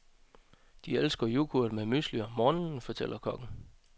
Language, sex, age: Danish, male, 30